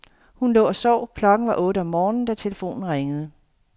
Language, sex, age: Danish, female, 51